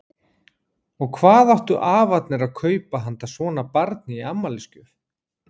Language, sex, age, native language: Icelandic, male, 40-49, Icelandic